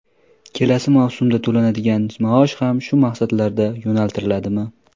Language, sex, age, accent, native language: Uzbek, male, under 19, Toshkent viloyati, Uzbek